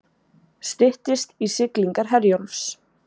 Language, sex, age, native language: Icelandic, female, 20-29, Icelandic